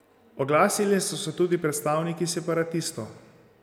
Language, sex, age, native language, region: Slovenian, male, 30-49, Slovenian, Zasavska region